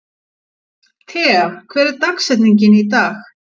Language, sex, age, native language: Icelandic, female, 50-59, Icelandic